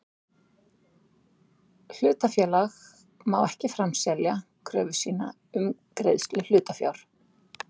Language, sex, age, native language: Icelandic, female, 60-69, Icelandic